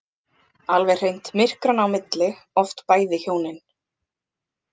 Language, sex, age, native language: Icelandic, other, 20-29, Icelandic